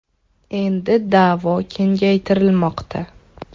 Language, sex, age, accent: Uzbek, female, 12-17, Toshkent shahri